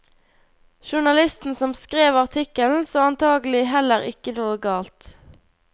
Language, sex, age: Norwegian, female, 21